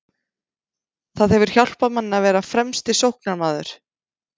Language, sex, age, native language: Icelandic, female, 30-39, Icelandic